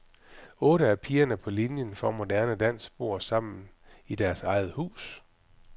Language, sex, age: Danish, male, 44